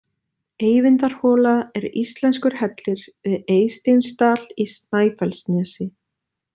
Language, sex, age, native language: Icelandic, female, 20-29, Icelandic